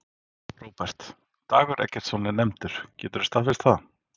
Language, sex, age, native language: Icelandic, male, 40-49, Icelandic